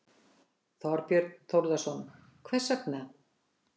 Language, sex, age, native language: Icelandic, female, 60-69, Icelandic